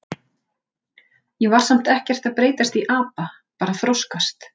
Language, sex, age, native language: Icelandic, female, 40-49, Icelandic